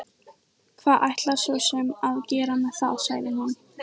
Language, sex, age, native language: Icelandic, female, 14, Icelandic